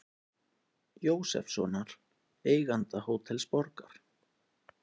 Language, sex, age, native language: Icelandic, male, 20-29, Icelandic